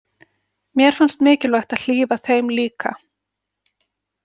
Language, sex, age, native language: Icelandic, female, 40-49, Icelandic